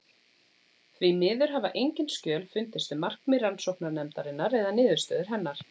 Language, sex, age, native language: Icelandic, female, 40-49, Icelandic